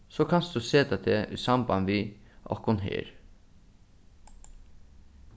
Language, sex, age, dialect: Faroese, male, 15-35, Suðurstreymoy